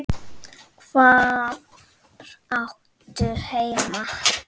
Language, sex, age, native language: Icelandic, female, 9, Icelandic